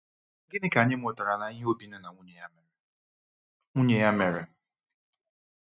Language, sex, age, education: Igbo, male, 15-29, tertiary